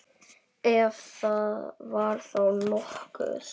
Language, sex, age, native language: Icelandic, male, 9, Icelandic